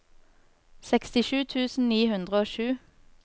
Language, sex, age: Norwegian, female, 24